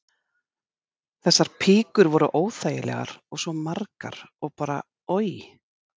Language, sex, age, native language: Icelandic, female, 50-59, Icelandic